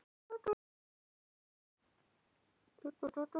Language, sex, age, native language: Icelandic, female, 18-19, Icelandic